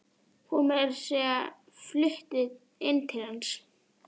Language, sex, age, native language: Icelandic, female, 11, Icelandic